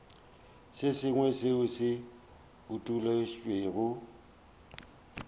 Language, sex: Northern Sotho, male